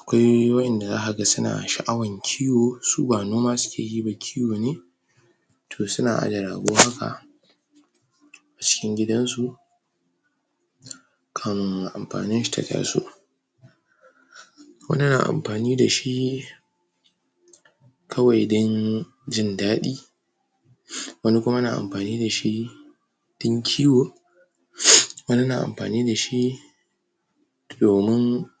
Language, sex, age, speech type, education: Hausa, male, 15-29, spontaneous, tertiary